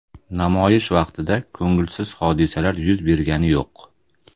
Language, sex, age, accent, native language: Uzbek, male, 35+, Toshkent shahri, Uzbek